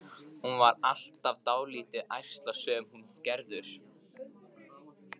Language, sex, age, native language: Icelandic, male, 15, Icelandic